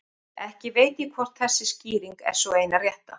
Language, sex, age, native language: Icelandic, female, 40-49, Icelandic